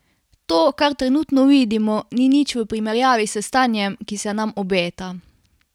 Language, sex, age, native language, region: Slovenian, female, 18-29, Slovenian, Carinthia region